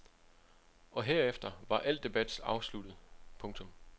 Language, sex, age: Danish, male, 25